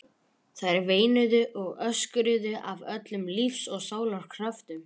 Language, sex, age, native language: Icelandic, male, 11, Icelandic